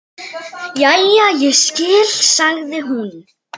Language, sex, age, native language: Icelandic, female, 7, Icelandic